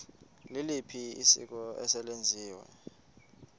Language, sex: Xhosa, male